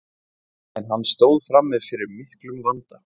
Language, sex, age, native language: Icelandic, male, 20-29, Icelandic